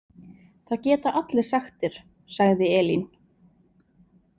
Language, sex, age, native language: Icelandic, female, 20-29, Icelandic